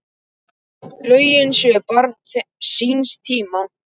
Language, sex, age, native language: Icelandic, male, 9, Icelandic